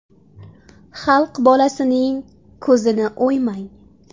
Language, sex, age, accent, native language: Uzbek, female, 18-24, Samarqand, Uzbek